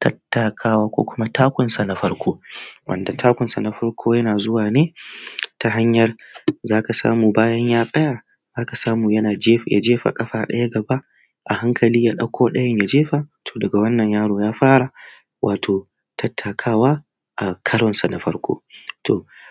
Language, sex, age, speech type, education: Hausa, male, 30-45, spontaneous, tertiary